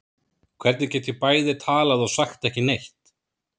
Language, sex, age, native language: Icelandic, male, 30-39, Icelandic